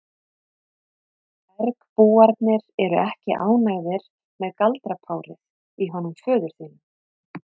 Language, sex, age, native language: Icelandic, female, 30-39, Icelandic